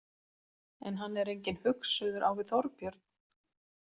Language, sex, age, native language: Icelandic, female, 40-49, Icelandic